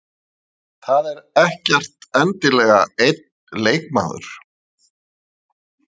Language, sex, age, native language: Icelandic, male, 50-59, Icelandic